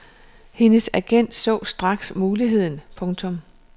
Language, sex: Danish, female